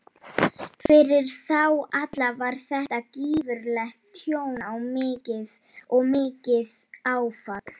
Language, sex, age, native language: Icelandic, male, 12, Polish